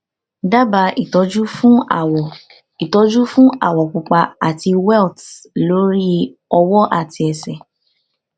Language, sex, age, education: Yoruba, female, 15-29, tertiary